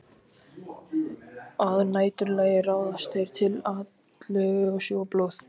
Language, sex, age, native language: Icelandic, other, 18-19, Icelandic